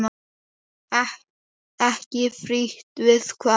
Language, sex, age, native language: Icelandic, male, 8, Icelandic